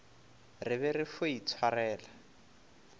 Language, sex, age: Northern Sotho, male, 25